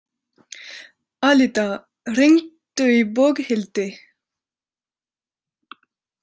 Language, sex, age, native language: Icelandic, female, 30-39, French